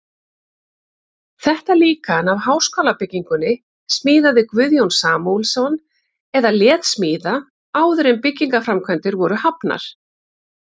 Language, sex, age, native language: Icelandic, female, 50-59, Icelandic